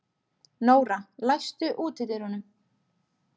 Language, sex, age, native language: Icelandic, female, 30-39, Icelandic